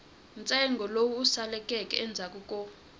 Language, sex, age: Tsonga, female, 20